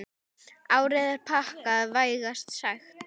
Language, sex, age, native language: Icelandic, female, 9, Icelandic